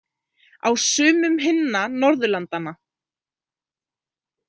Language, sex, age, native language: Icelandic, female, 20-29, Icelandic